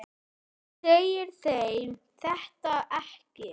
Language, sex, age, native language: Icelandic, male, 8, Icelandic